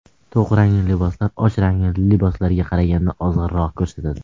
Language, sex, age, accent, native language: Uzbek, male, under 19, Andijon, Uzbek